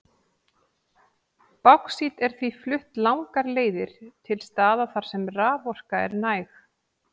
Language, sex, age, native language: Icelandic, female, 40-49, Icelandic